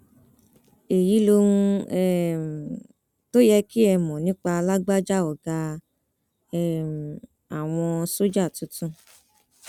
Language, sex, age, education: Yoruba, female, 15-29, tertiary